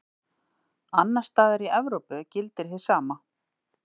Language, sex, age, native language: Icelandic, female, 50-59, Icelandic